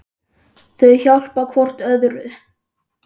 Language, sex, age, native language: Icelandic, male, 10, Icelandic